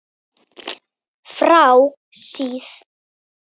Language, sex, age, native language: Icelandic, female, 9, Icelandic